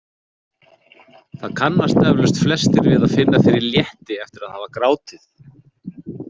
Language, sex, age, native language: Icelandic, male, 40-49, Icelandic